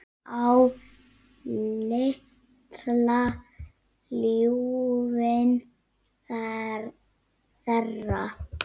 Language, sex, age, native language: Icelandic, female, 9, Icelandic